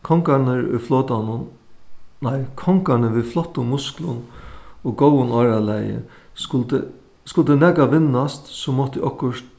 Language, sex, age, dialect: Faroese, male, 61+, Suðuroy